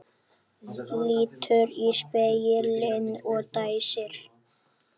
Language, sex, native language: Icelandic, male, Icelandic